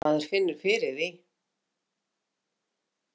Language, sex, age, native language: Icelandic, female, 50-59, Icelandic